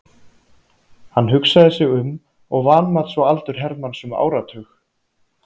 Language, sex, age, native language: Icelandic, male, 30-39, Icelandic